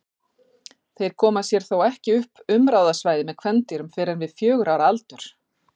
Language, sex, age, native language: Icelandic, female, 40-49, Icelandic